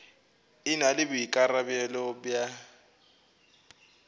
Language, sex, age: Northern Sotho, male, 24